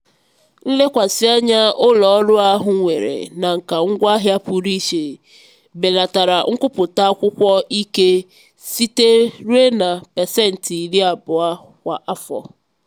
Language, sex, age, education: Igbo, female, 15-29, tertiary